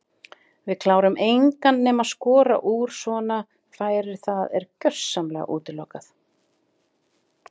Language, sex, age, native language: Icelandic, female, 50-59, Icelandic